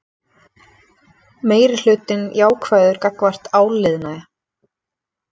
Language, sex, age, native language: Icelandic, female, 20-29, Icelandic